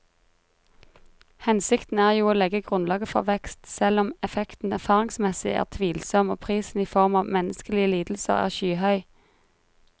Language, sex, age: Norwegian, female, 33